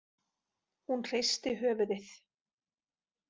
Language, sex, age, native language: Icelandic, female, 40-49, Icelandic